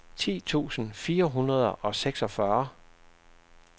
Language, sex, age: Danish, male, 67